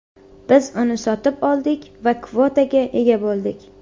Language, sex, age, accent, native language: Uzbek, female, under 19, Qashqadaryo, Uzbek